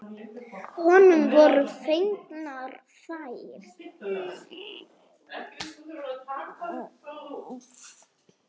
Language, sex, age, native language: Icelandic, female, 7, Icelandic